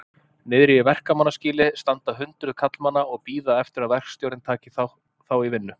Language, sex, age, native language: Icelandic, male, 30-39, Icelandic